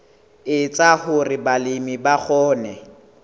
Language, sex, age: Southern Sotho, male, 18